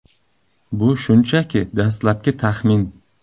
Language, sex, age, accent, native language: Uzbek, male, 35+, Samarqand, Uzbek